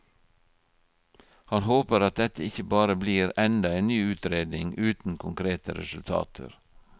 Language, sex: Norwegian, male